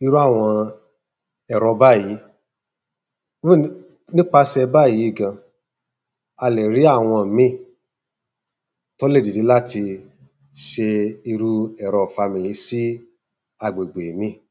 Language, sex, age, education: Yoruba, male, 30-45, tertiary